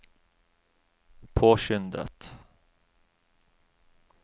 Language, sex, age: Norwegian, male, 36